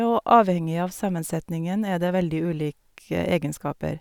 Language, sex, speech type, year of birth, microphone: Norwegian, female, spontaneous, 1962, Sennheiser